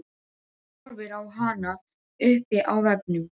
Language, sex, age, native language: Icelandic, female, 12, Serbo-Croatian